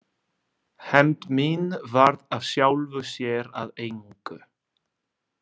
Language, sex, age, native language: Icelandic, male, 20-29, Italian